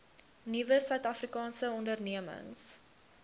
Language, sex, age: Afrikaans, female, 22